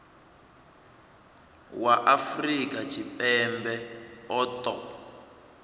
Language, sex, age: Venda, male, 27